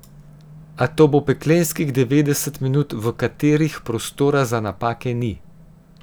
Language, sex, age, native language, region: Slovenian, female, 18-29, Slovenian, Gorenjska region